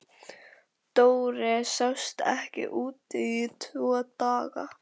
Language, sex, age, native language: Icelandic, female, 11, Icelandic